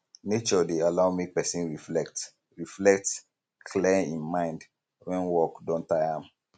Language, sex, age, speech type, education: Nigerian Pidgin, male, 15-29, spontaneous, tertiary